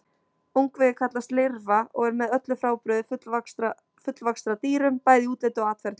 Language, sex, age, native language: Icelandic, female, 20-29, Icelandic